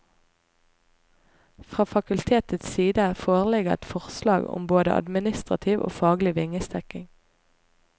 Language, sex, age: Norwegian, female, 25